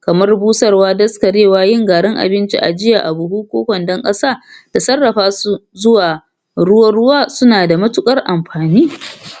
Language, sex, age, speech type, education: Hausa, female, 46-60, spontaneous, tertiary